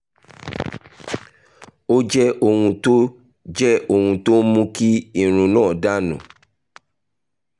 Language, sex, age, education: Yoruba, male, 30-45, tertiary